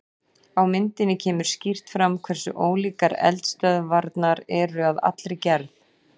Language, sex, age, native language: Icelandic, female, 40-49, Icelandic